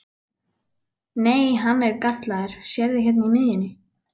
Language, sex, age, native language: Icelandic, female, 11, Icelandic